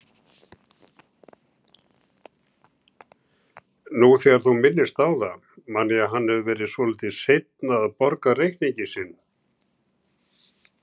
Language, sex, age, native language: Icelandic, male, 60-69, Icelandic